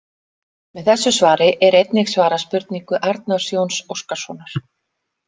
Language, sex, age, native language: Icelandic, female, 40-49, Icelandic